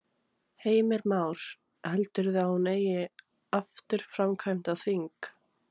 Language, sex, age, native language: Icelandic, female, 18-19, Icelandic